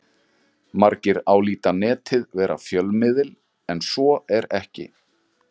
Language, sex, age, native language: Icelandic, male, 40-49, Icelandic